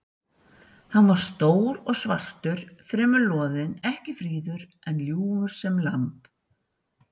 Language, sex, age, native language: Icelandic, female, 60-69, Icelandic